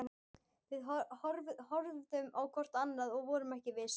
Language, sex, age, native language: Icelandic, female, 12, Icelandic